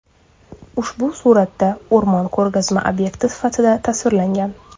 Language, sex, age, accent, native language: Uzbek, female, 25-34, Surxondaryo, Uzbek